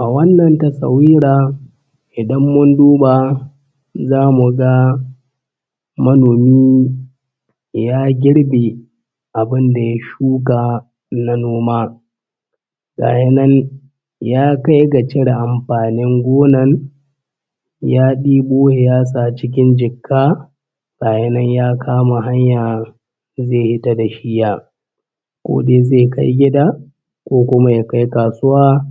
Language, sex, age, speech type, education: Hausa, male, 15-29, spontaneous, primary